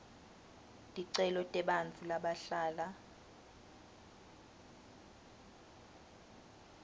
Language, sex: Swati, female